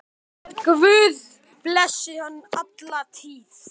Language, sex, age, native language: Icelandic, male, 10, Icelandic